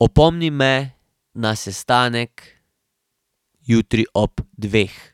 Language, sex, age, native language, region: Slovenian, male, 18-29, Slovenian, Drava region